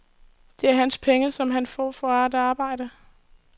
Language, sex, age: Danish, female, 18